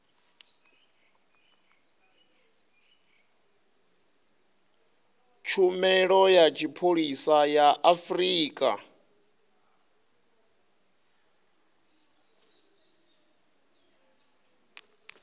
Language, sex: Venda, male